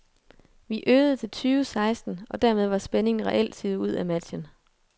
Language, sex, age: Danish, female, 22